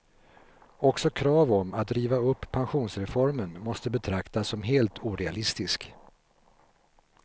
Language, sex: Swedish, male